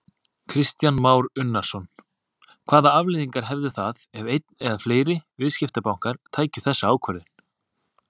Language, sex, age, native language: Icelandic, male, 30-39, Icelandic